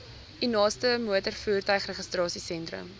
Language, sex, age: Afrikaans, female, 19